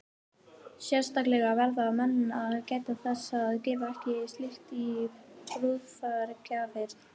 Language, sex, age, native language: Icelandic, female, 18-19, Icelandic